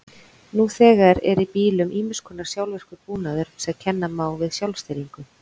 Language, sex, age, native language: Icelandic, female, 40-49, Icelandic